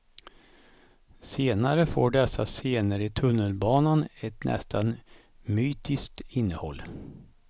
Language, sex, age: Swedish, male, 55